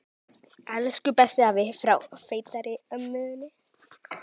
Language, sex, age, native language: Icelandic, male, 10, Icelandic